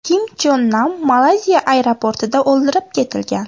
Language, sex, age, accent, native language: Uzbek, female, 18-24, Farg'ona, Uzbek